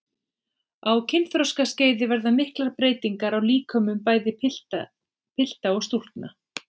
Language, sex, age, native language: Icelandic, female, 40-49, Icelandic